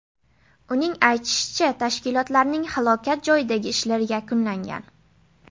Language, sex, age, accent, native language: Uzbek, female, 18-24, Namangan, Uzbek